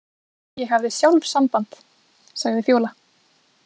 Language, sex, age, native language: Icelandic, female, 20-29, Icelandic